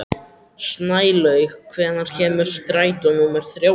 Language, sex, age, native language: Icelandic, male, 14, Icelandic